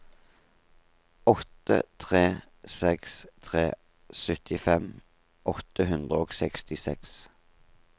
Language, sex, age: Norwegian, male, 38